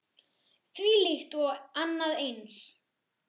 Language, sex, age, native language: Icelandic, male, 8, Icelandic